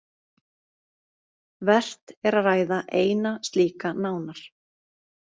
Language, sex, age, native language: Icelandic, female, 30-39, Icelandic